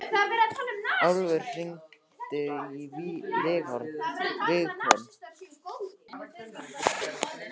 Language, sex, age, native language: Icelandic, male, 13, Icelandic